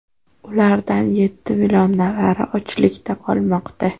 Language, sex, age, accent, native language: Uzbek, female, 18-24, Toshkent shahri, Uzbek